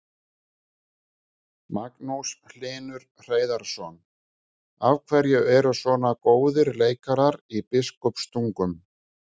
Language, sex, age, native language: Icelandic, male, 50-59, Icelandic